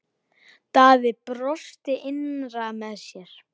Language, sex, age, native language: Icelandic, male, 10, Icelandic